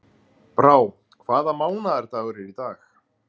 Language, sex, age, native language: Icelandic, male, 30-39, Icelandic